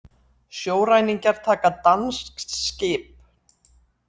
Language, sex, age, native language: Icelandic, female, 60-69, Icelandic